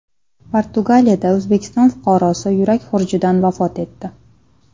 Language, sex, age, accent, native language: Uzbek, female, 19-29, Namangan, Uzbek